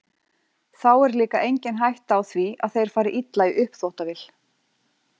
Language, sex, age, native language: Icelandic, female, 40-49, Icelandic